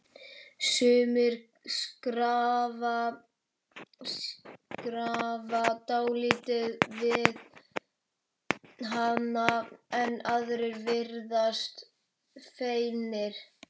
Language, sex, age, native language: Icelandic, male, 12, Icelandic